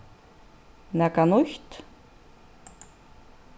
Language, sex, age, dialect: Faroese, female, 36-60, Suðuroy